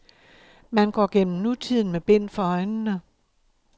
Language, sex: Danish, male